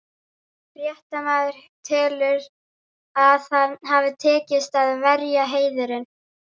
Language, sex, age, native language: Icelandic, female, 12, Icelandic